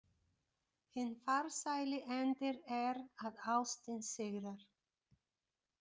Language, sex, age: Icelandic, female, 50-59